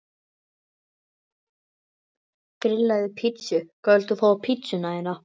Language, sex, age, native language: Icelandic, male, 11, Icelandic